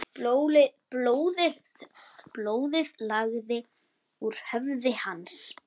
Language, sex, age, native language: Icelandic, female, 10, Icelandic